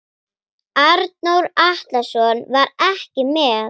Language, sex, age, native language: Icelandic, female, 9, Icelandic